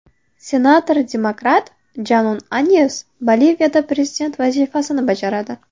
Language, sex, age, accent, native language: Uzbek, female, 19-29, Navoiy, Uzbek